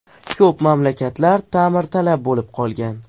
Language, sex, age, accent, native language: Uzbek, male, 12-17, Farg'ona, Uzbek